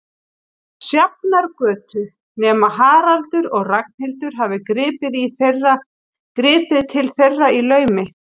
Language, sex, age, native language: Icelandic, female, 40-49, Icelandic